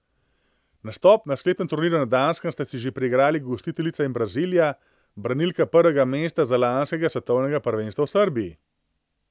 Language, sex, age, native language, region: Slovenian, male, 30-49, Slovenian, Central Slovenia